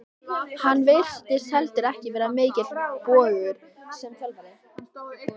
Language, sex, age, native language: Icelandic, female, 14, Icelandic